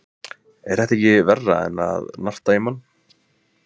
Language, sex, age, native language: Icelandic, male, 20-29, Icelandic